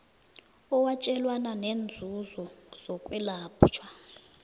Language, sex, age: South Ndebele, female, 19